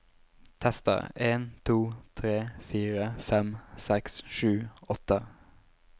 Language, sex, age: Norwegian, male, 19